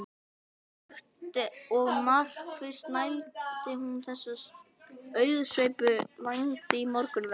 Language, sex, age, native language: Icelandic, female, 11, Icelandic